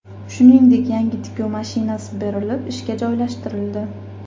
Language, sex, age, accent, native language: Uzbek, female, 18-24, Farg'ona, Uzbek